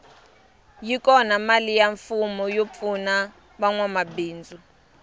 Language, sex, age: Tsonga, female, 23